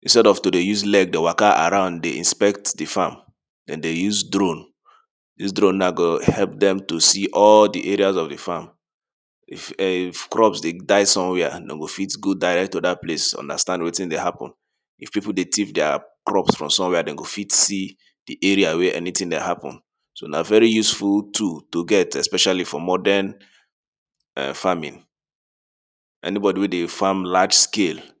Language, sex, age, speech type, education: Nigerian Pidgin, male, 30-45, spontaneous, secondary